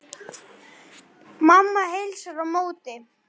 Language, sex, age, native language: Icelandic, male, 10, Icelandic